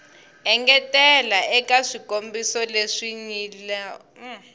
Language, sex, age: Tsonga, female, 20